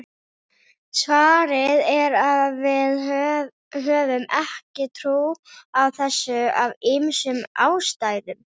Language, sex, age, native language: Icelandic, female, 18-19, Icelandic